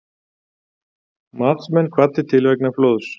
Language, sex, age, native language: Icelandic, male, 40-49, Icelandic